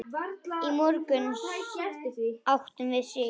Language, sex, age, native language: Icelandic, female, 10, Icelandic